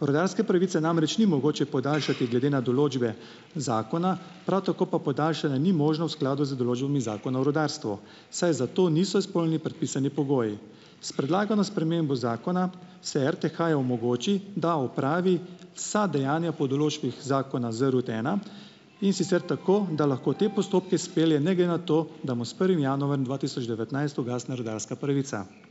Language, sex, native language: Slovenian, male, Slovenian